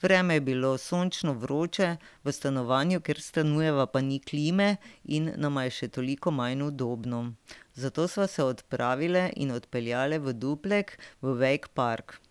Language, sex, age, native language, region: Slovenian, female, 50-59, Slovenian, Drava region